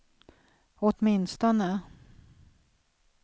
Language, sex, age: Swedish, female, 46